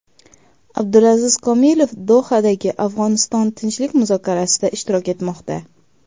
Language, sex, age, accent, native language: Uzbek, female, 19-29, Qashqadaryo, Uzbek